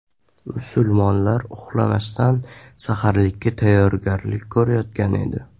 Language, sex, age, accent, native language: Uzbek, male, 12-17, Toshkent shahri, Uzbek